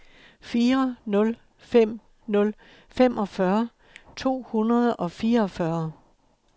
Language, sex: Danish, male